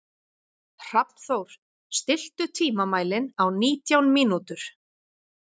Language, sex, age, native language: Icelandic, female, 40-49, Icelandic